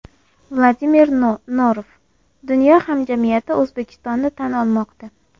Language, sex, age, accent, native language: Uzbek, female, 18-24, Andijon, Uzbek